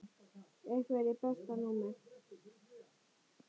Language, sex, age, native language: Icelandic, male, 9, Icelandic